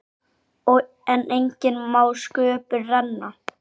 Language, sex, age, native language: Icelandic, male, 8, Icelandic